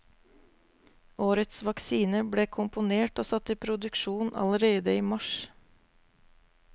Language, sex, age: Norwegian, female, 24